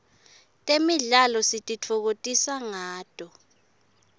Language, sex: Swati, female